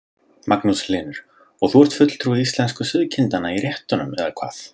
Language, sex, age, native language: Icelandic, male, 30-39, Icelandic